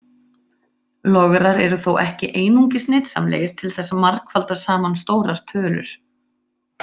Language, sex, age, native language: Icelandic, female, 30-39, Icelandic